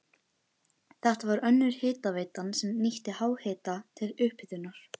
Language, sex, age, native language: Icelandic, female, 11, Icelandic